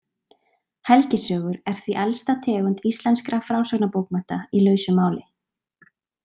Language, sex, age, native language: Icelandic, female, 20-29, Icelandic